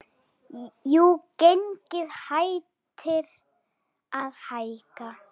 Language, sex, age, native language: Icelandic, female, 7, Icelandic